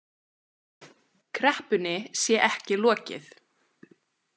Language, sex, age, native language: Icelandic, female, 20-29, Icelandic